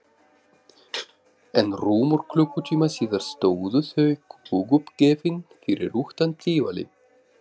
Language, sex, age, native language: Icelandic, male, 40-49, Russian